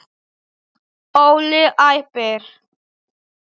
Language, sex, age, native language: Icelandic, male, 8, Polish